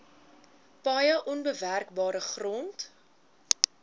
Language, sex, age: Afrikaans, female, 21